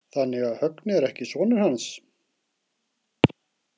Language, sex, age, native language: Icelandic, male, 40-49, Icelandic